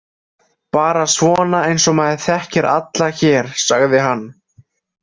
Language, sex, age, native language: Icelandic, male, 20-29, Icelandic